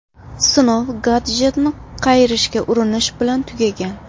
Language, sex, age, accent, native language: Uzbek, female, 18-24, Andijon, Uzbek